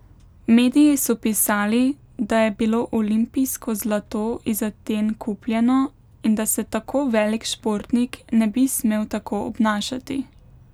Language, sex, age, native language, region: Slovenian, female, 18-29, Slovenian, Pomurje region